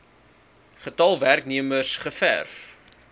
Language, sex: Afrikaans, male